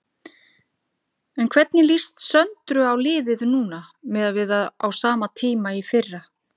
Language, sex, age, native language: Icelandic, female, 50-59, Icelandic